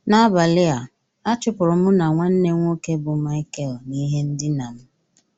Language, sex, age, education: Igbo, female, 30-45, tertiary